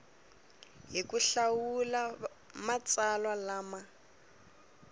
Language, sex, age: Tsonga, female, 24